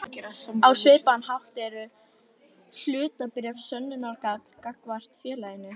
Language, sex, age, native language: Icelandic, female, 11, Icelandic